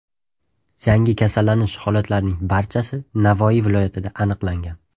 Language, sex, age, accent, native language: Uzbek, male, 12-17, Toshkent shahri, Uzbek